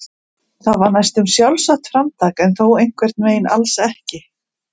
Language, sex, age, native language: Icelandic, female, 40-49, Icelandic